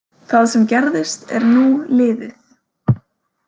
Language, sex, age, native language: Icelandic, female, 18-19, Icelandic